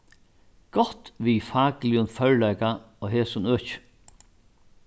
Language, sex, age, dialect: Faroese, male, 61+, Norðurstreymoy/Eysturoy